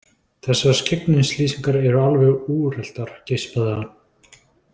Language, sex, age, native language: Icelandic, male, 20-29, Icelandic